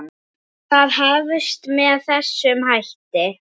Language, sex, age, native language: Icelandic, male, 8, Icelandic